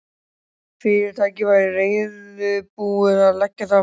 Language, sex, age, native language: Icelandic, male, 13, Icelandic